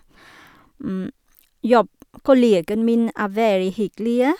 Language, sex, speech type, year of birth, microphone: Norwegian, female, spontaneous, 1983, Sennheiser